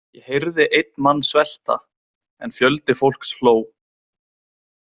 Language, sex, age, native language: Icelandic, male, 20-29, Icelandic